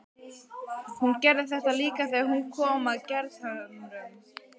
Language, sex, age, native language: Icelandic, female, 12, Icelandic